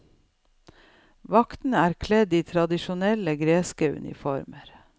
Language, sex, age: Norwegian, female, 55